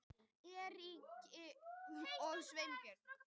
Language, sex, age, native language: Icelandic, male, 18-19, Icelandic